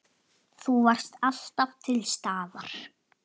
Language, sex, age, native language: Icelandic, male, 10, Icelandic